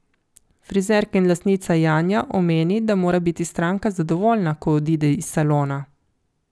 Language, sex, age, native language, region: Slovenian, female, 50-59, Slovenian, Coastal Karst region